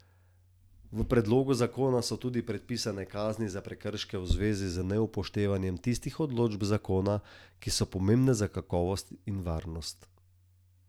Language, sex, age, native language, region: Slovenian, male, 30-49, Slovenian, Southeast Slovenia